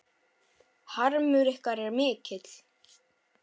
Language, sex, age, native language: Icelandic, male, 6, Icelandic